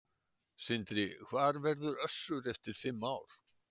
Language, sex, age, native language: Icelandic, male, 60-69, Icelandic